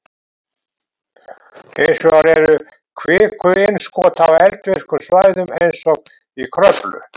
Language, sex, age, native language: Icelandic, male, 70-79, Icelandic